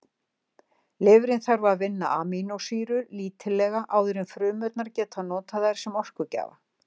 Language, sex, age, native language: Icelandic, female, 60-69, Icelandic